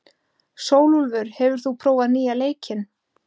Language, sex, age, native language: Icelandic, female, 30-39, Icelandic